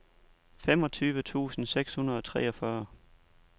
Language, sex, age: Danish, male, 29